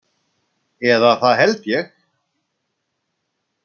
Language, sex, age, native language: Icelandic, male, 60-69, Icelandic